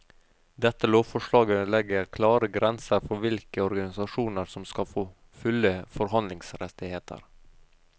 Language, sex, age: Norwegian, male, 32